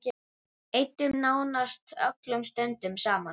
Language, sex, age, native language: Icelandic, male, 9, Icelandic